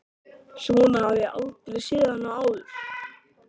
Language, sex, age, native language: Icelandic, male, 13, Icelandic